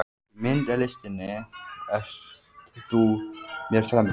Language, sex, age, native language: Icelandic, male, 14, Icelandic